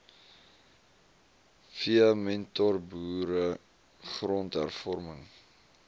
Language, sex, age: Afrikaans, male, 20